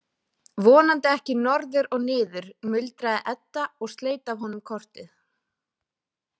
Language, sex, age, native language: Icelandic, female, 20-29, Icelandic